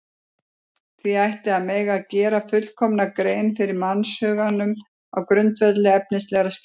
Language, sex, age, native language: Icelandic, female, 50-59, Icelandic